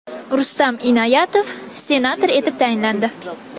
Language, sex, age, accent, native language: Uzbek, female, 19-29, Toshkent viloyati, Kazakh